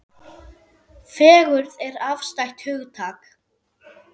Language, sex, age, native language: Icelandic, female, 10, German